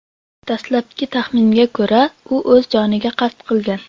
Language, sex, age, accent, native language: Uzbek, female, under 19, Sirdaryo, Uzbek